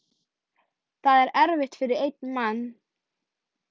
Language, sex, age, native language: Icelandic, female, 12, Icelandic